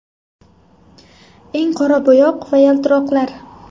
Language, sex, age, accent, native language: Uzbek, female, 18-24, Toshkent shahri, Uzbek